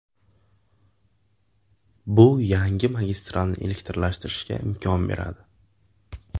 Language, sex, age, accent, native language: Uzbek, male, 18-24, Navoiy, Uzbek